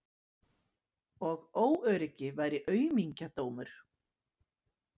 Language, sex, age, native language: Icelandic, female, 50-59, Icelandic